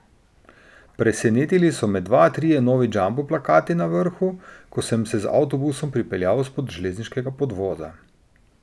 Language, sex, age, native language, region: Slovenian, male, 30-49, Slovenian, Drava region